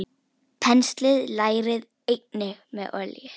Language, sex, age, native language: Icelandic, female, 10, Icelandic